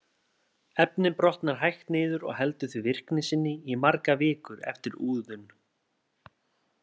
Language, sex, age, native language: Icelandic, male, 30-39, Icelandic